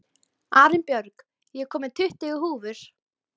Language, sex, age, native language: Icelandic, female, 12, Icelandic